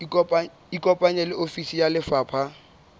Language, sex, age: Southern Sotho, male, 22